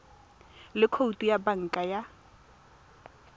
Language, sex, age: Tswana, female, 18